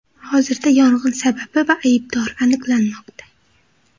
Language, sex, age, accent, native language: Uzbek, female, 18-24, Xorazm, Uzbek